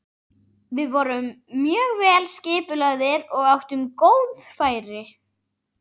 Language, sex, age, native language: Icelandic, female, 40-49, Icelandic